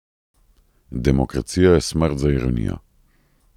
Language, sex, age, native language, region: Slovenian, male, 30-49, Slovenian, Central Slovenia